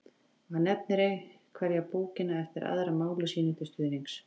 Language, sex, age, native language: Icelandic, female, 40-49, Icelandic